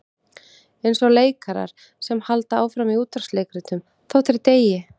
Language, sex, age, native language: Icelandic, female, 30-39, Icelandic